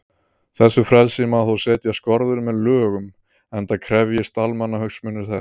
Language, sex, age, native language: Icelandic, male, 30-39, Icelandic